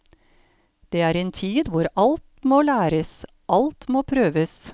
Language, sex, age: Norwegian, female, 53